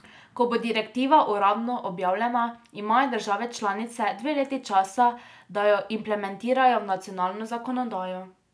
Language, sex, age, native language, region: Slovenian, female, 18-29, Slovenian, Drava region